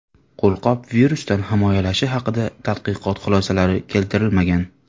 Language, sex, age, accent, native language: Uzbek, male, 25-34, Navoiy, Uzbek